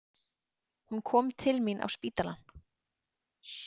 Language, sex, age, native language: Icelandic, female, 30-39, Icelandic